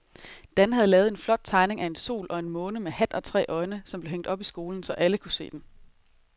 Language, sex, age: Danish, female, 30